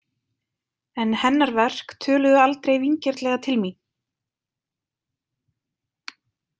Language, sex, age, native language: Icelandic, female, 20-29, Icelandic